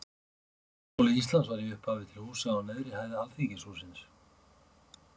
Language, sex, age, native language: Icelandic, male, 50-59, Icelandic